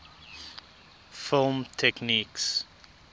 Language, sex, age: English, male, 22